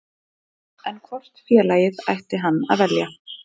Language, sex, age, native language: Icelandic, female, 20-29, Icelandic